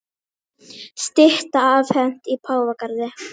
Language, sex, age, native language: Icelandic, female, 18-19, Icelandic